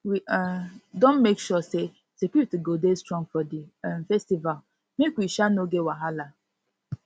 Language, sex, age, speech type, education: Nigerian Pidgin, female, 15-29, spontaneous, tertiary